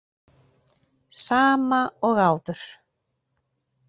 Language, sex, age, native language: Icelandic, female, 40-49, Icelandic